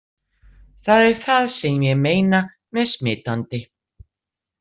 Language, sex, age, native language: Icelandic, female, 60-69, Icelandic